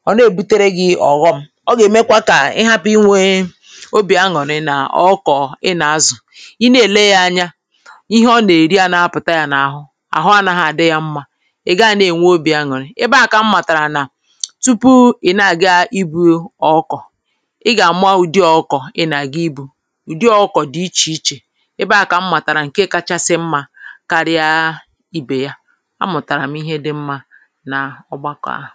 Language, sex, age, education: Igbo, female, 15-29, tertiary